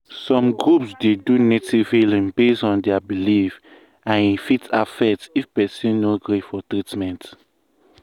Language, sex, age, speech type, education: Nigerian Pidgin, male, 15-29, spontaneous, tertiary